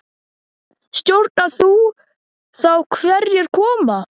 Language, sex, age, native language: Icelandic, male, 10, Icelandic